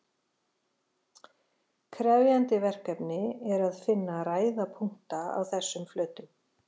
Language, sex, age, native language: Icelandic, female, 40-49, Icelandic